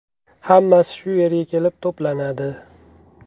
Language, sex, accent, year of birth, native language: Uzbek, male, Andijon, 1994, Uzbek